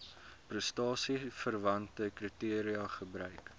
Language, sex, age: Afrikaans, male, 22